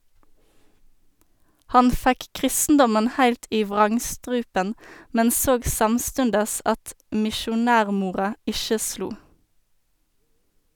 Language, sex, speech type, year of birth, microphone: Norwegian, female, read, 1991, Sennheiser